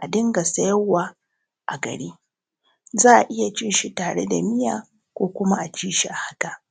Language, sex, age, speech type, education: Hausa, female, 30-45, spontaneous, tertiary